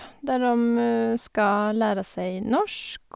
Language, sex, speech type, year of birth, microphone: Norwegian, female, spontaneous, 1985, Sennheiser